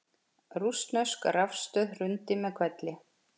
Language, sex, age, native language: Icelandic, female, 50-59, Icelandic